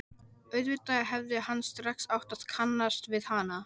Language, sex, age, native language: Icelandic, male, 12, Icelandic